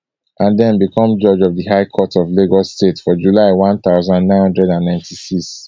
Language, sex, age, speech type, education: Nigerian Pidgin, male, 15-29, spontaneous, tertiary